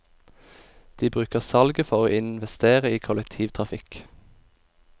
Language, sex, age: Norwegian, male, 24